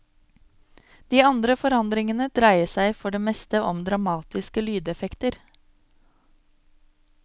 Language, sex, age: Norwegian, female, 26